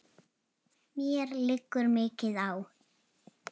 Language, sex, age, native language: Icelandic, female, 7, Icelandic